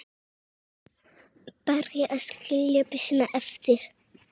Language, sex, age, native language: Icelandic, female, 7, Czech